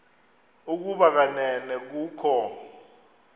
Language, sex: Xhosa, male